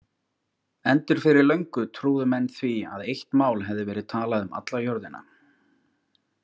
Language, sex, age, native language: Icelandic, male, 40-49, Icelandic